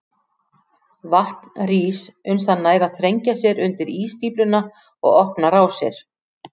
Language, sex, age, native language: Icelandic, female, 40-49, Icelandic